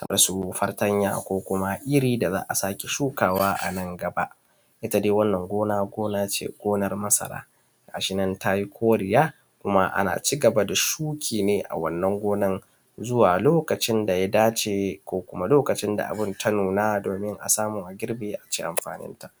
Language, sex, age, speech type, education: Hausa, male, 15-29, spontaneous, tertiary